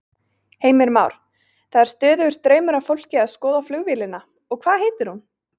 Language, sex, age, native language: Icelandic, female, 20-29, Icelandic